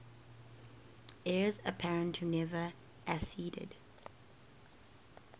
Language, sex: English, female